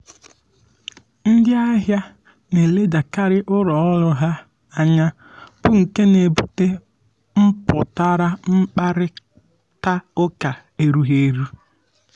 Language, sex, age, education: Igbo, male, 15-29, tertiary